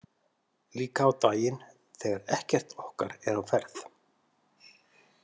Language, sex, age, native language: Icelandic, male, 50-59, Icelandic